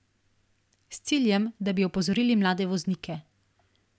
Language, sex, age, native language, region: Slovenian, female, 18-29, Slovenian, Primorsko-notranjska region